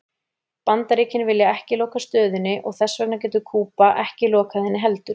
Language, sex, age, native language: Icelandic, female, 30-39, Icelandic